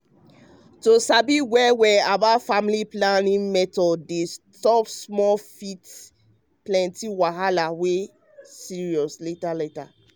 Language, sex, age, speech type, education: Nigerian Pidgin, male, 30-45, spontaneous, tertiary